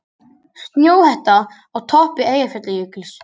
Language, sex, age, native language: Icelandic, male, 18-19, Icelandic